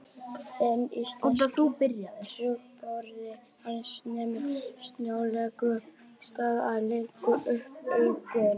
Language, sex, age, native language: Icelandic, female, 30-39, Icelandic